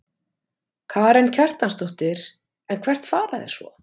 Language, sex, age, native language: Icelandic, female, 50-59, Icelandic